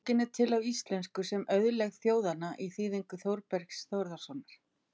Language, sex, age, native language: Icelandic, female, 50-59, Icelandic